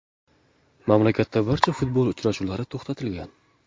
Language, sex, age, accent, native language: Uzbek, male, 18-24, Jizzax, Uzbek